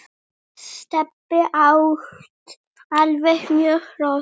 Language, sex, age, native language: Icelandic, male, 8, Icelandic